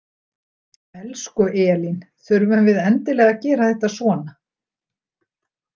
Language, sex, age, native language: Icelandic, female, 60-69, Icelandic